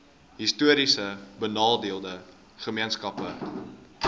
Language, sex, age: Afrikaans, male, 19